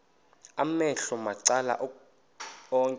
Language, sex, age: Xhosa, male, 21